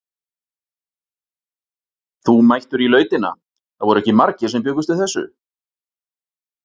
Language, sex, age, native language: Icelandic, male, 40-49, Icelandic